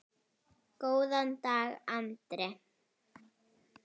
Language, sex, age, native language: Icelandic, female, 10, Icelandic